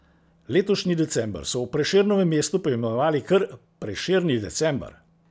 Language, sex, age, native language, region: Slovenian, male, 60+, Slovenian, Central Slovenia